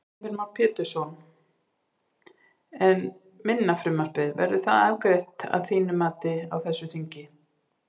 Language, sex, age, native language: Icelandic, female, 50-59, Icelandic